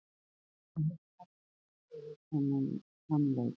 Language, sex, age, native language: Icelandic, female, 50-59, Icelandic